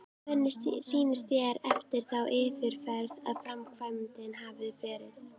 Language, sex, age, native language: Icelandic, female, 11, Icelandic